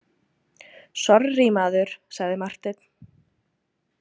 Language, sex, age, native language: Icelandic, female, 20-29, Icelandic